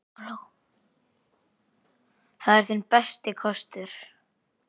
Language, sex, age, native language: Icelandic, male, 8, Icelandic